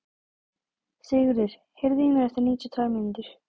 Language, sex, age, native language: Icelandic, female, 18-19, Icelandic